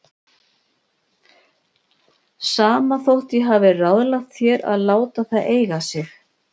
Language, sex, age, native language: Icelandic, female, 60-69, Icelandic